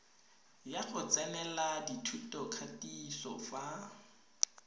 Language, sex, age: Tswana, female, 22